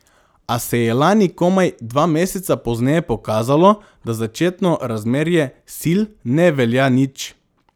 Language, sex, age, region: Slovenian, male, 18-29, Drava region